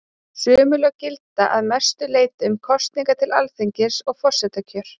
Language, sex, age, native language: Icelandic, female, 30-39, Icelandic